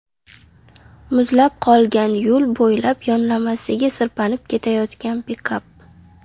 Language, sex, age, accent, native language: Uzbek, female, under 19, Qashqadaryo, Uzbek